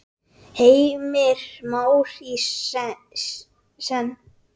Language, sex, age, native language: Icelandic, female, 10, Icelandic